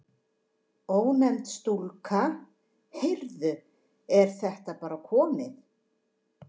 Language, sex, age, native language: Icelandic, female, 40-49, Icelandic